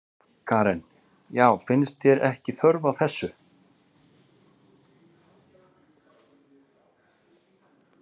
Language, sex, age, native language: Icelandic, male, 40-49, Icelandic